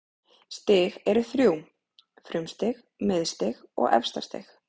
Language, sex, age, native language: Icelandic, female, 30-39, Icelandic